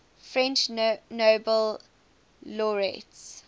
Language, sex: English, female